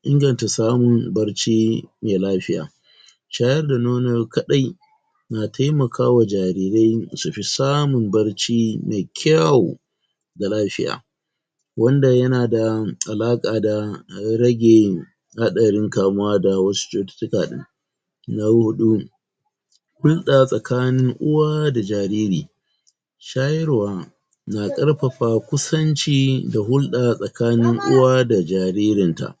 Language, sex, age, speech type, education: Hausa, male, 46-60, spontaneous, tertiary